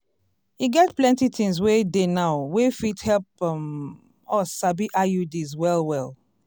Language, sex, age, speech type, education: Nigerian Pidgin, female, 30-45, spontaneous, tertiary